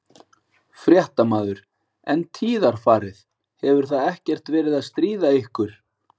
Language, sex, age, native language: Icelandic, male, 40-49, Icelandic